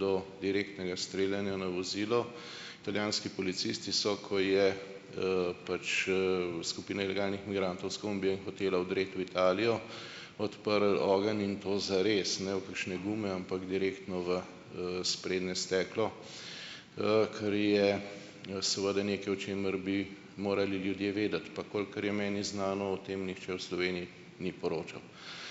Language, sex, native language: Slovenian, male, Slovenian